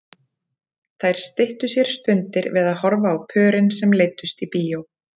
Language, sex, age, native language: Icelandic, female, 30-39, Icelandic